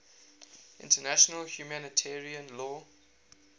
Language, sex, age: English, male, 19